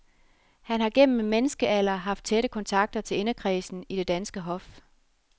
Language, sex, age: Danish, female, 33